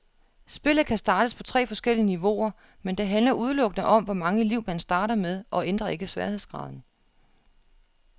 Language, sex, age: Danish, female, 36